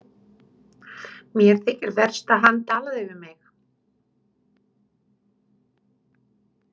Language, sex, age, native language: Icelandic, female, 30-39, Romanian